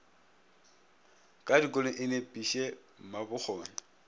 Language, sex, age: Northern Sotho, male, 26